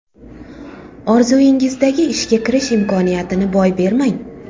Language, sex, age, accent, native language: Uzbek, female, 35+, Toshkent shahri, Uzbek